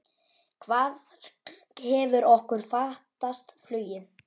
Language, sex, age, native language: Icelandic, male, 9, Icelandic